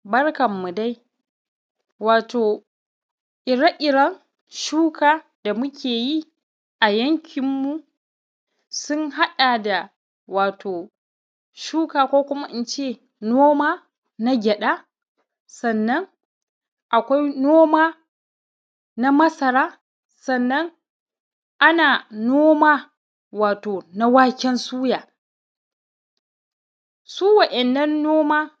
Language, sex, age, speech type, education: Hausa, male, 15-29, spontaneous, primary